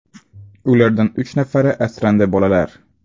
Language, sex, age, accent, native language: Uzbek, male, 18-24, Andijon, Uzbek